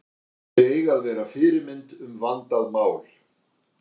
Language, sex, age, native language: Icelandic, male, 60-69, Icelandic